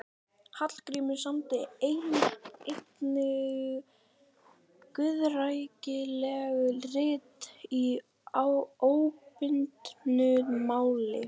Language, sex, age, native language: Icelandic, female, 18-19, Icelandic